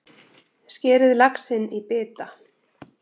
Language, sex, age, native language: Icelandic, female, 7, Icelandic